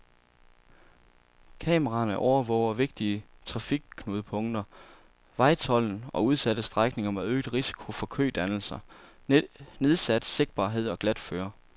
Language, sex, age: Danish, male, 27